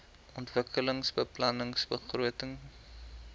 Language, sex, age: Afrikaans, male, 20